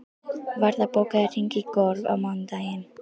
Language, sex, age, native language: Icelandic, female, 12, Icelandic